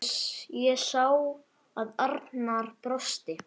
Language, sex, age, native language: Icelandic, male, 10, Icelandic